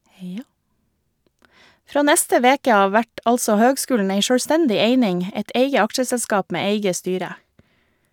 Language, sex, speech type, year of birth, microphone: Norwegian, female, read, 1973, Shure